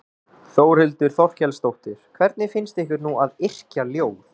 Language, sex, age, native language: Icelandic, male, 20-29, Icelandic